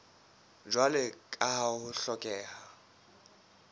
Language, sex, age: Southern Sotho, male, 23